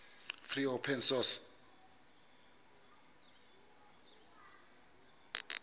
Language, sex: Xhosa, male